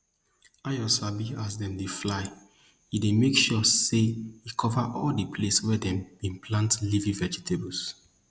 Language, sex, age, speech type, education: Nigerian Pidgin, male, 15-29, spontaneous, tertiary